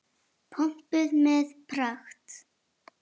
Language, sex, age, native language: Icelandic, female, 7, Icelandic